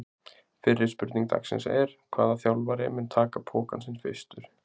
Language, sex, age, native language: Icelandic, male, 20-29, Icelandic